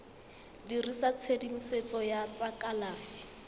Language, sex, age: Tswana, female, 21